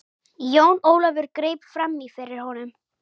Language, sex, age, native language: Icelandic, female, 18-19, Icelandic